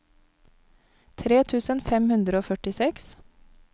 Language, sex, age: Norwegian, female, 31